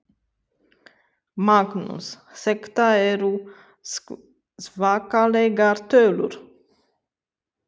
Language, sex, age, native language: Icelandic, female, 30-39, Romanian